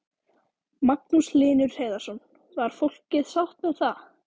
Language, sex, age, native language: Icelandic, female, 14, Icelandic